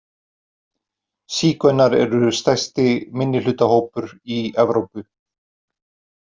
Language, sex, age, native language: Icelandic, male, 40-49, Icelandic